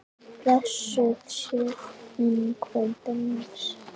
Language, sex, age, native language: Icelandic, female, 10, Icelandic